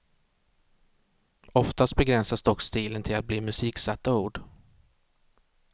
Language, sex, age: Swedish, male, 36